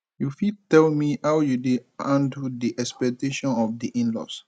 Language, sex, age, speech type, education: Nigerian Pidgin, male, 15-29, spontaneous, tertiary